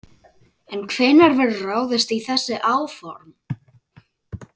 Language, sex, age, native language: Icelandic, male, 12, Icelandic